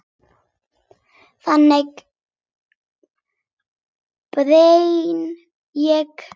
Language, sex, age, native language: Icelandic, female, 8, Icelandic